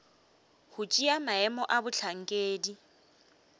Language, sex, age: Northern Sotho, female, 23